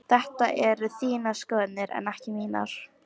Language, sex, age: Icelandic, female, 18-19